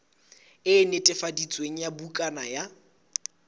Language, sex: Southern Sotho, male